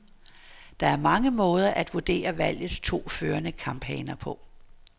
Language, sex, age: Danish, female, 59